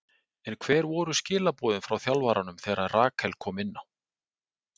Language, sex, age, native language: Icelandic, male, 40-49, Icelandic